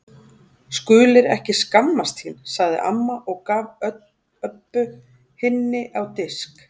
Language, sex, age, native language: Icelandic, female, 40-49, Icelandic